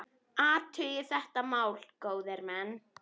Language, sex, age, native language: Icelandic, female, 10, Icelandic